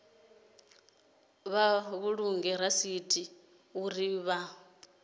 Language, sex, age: Venda, female, 30